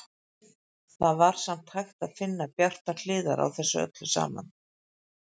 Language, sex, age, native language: Icelandic, female, 50-59, Icelandic